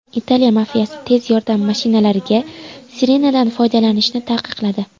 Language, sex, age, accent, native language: Uzbek, female, 18-24, Andijon, Uzbek